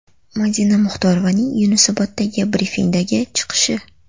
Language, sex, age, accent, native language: Uzbek, female, under 19, Farg'ona, Uzbek